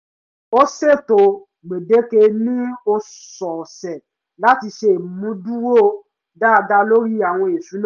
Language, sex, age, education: Yoruba, male, 15-29, tertiary